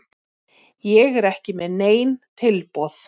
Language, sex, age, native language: Icelandic, female, 40-49, Icelandic